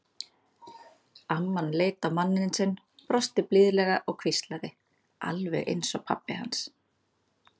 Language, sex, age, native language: Icelandic, female, 30-39, Icelandic